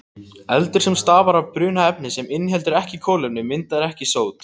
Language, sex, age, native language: Icelandic, other, 18-19, Icelandic